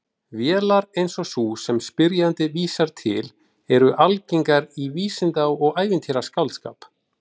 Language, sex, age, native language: Icelandic, male, 40-49, Icelandic